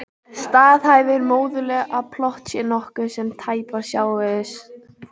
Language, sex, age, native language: Icelandic, female, 18-19, Icelandic